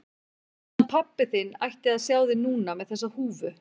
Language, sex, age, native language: Icelandic, female, 40-49, Icelandic